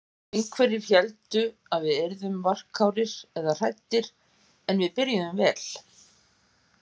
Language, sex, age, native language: Icelandic, female, 50-59, Icelandic